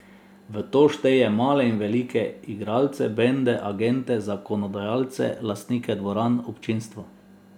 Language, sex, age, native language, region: Slovenian, male, 30-49, Slovenian, Drava region